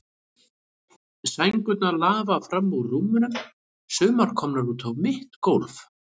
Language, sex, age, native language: Icelandic, male, 30-39, Icelandic